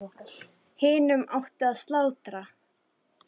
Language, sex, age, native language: Icelandic, female, 10, Icelandic